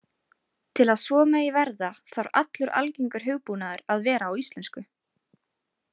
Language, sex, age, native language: Icelandic, female, 18-19, Icelandic